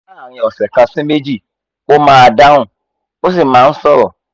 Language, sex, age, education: Yoruba, male, 15-29, tertiary